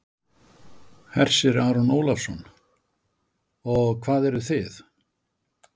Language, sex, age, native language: Icelandic, male, 60-69, Icelandic